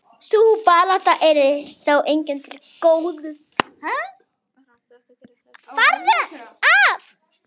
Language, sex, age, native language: Icelandic, female, 12, Icelandic